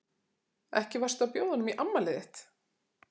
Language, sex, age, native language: Icelandic, female, 40-49, Icelandic